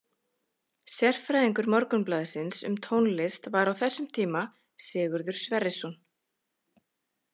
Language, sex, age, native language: Icelandic, female, 30-39, Icelandic